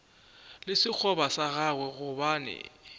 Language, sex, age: Northern Sotho, male, 24